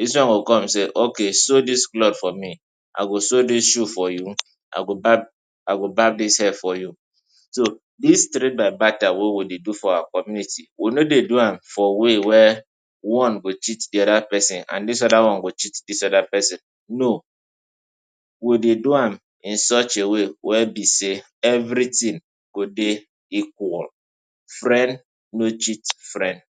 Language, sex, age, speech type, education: Nigerian Pidgin, male, 15-29, spontaneous, tertiary